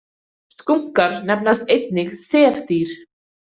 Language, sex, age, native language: Icelandic, female, 20-29, Icelandic